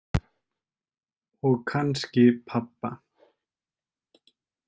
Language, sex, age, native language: Icelandic, male, 20-29, Icelandic